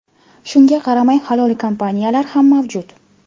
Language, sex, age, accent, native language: Uzbek, female, 18-24, Farg'ona, Uzbek